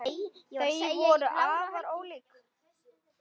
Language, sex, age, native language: Icelandic, female, 8, Icelandic